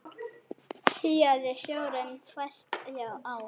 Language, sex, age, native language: Icelandic, female, 9, Icelandic